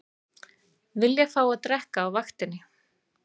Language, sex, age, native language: Icelandic, female, 30-39, Icelandic